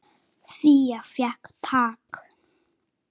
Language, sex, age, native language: Icelandic, female, 9, Icelandic